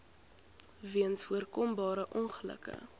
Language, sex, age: Afrikaans, female, 21